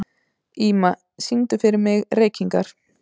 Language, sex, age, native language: Icelandic, female, 30-39, Icelandic